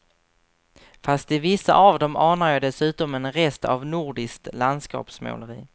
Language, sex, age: Swedish, male, 24